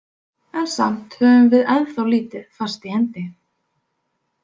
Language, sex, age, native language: Icelandic, female, 20-29, Icelandic